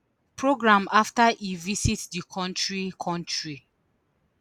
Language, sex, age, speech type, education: Nigerian Pidgin, female, 30-45, spontaneous, tertiary